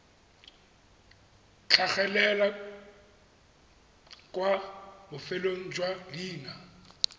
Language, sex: Tswana, male